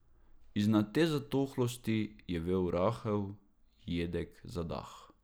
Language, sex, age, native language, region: Slovenian, male, 18-29, Slovenian, Drava region